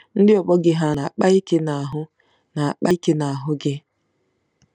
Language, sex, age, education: Igbo, female, 15-29, tertiary